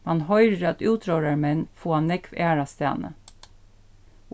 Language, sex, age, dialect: Faroese, female, 36-60, Suðurstreymoy